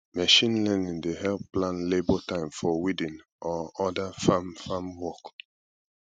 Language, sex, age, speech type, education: Nigerian Pidgin, male, 15-29, spontaneous, tertiary